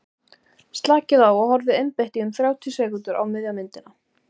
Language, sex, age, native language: Icelandic, female, 18-19, Icelandic